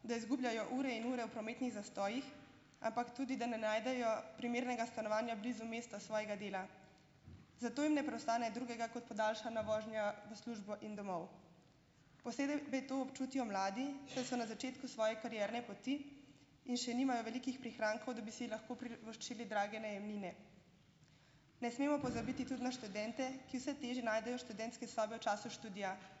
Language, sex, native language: Slovenian, female, Slovenian